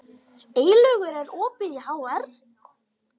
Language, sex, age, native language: Icelandic, female, 50-59, Icelandic